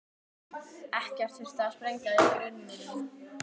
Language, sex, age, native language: Icelandic, female, 12, Icelandic